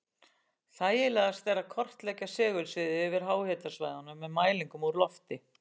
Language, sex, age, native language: Icelandic, female, 60-69, Icelandic